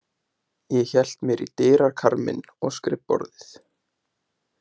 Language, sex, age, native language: Icelandic, male, 20-29, Icelandic